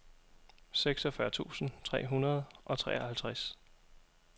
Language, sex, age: Danish, male, 27